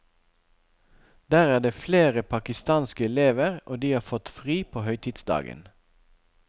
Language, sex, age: Norwegian, male, 41